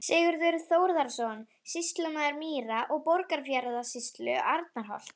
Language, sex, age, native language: Icelandic, female, 11, Icelandic